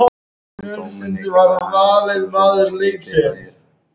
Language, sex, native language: Icelandic, other, Icelandic